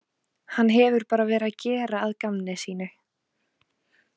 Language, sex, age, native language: Icelandic, female, 20-29, Icelandic